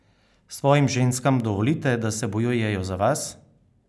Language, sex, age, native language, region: Slovenian, male, 30-49, Slovenian, Carinthia region